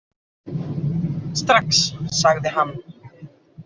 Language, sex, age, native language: Icelandic, female, 30-39, Icelandic